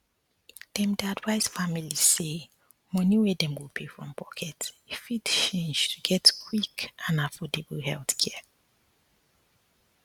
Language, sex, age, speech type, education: Nigerian Pidgin, female, 15-29, spontaneous, tertiary